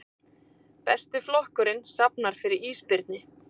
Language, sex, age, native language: Icelandic, female, 40-49, Icelandic